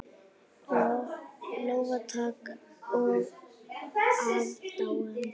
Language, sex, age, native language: Icelandic, female, 8, Icelandic